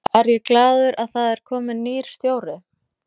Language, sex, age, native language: Icelandic, female, 20-29, Icelandic